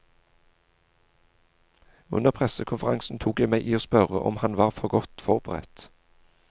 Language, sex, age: Norwegian, male, 40